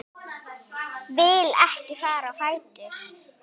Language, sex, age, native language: Icelandic, female, 8, Icelandic